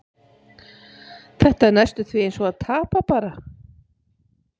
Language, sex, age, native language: Icelandic, female, 50-59, Icelandic